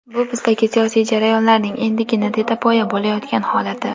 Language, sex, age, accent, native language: Uzbek, female, 18-24, Toshkent viloyati, Uzbek